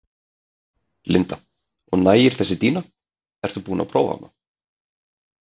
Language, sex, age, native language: Icelandic, male, 30-39, Icelandic